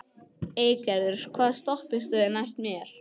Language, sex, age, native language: Icelandic, male, 11, English